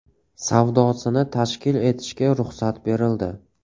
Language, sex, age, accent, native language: Uzbek, male, 18-24, Toshkent viloyati, Uzbek